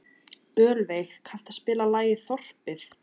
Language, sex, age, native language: Icelandic, female, 14, Icelandic